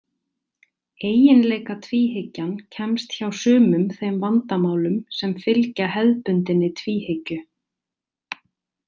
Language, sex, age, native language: Icelandic, female, 30-39, Icelandic